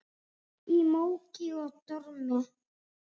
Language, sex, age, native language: Icelandic, male, 8, Icelandic